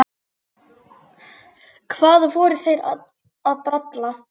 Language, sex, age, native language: Icelandic, female, 8, Icelandic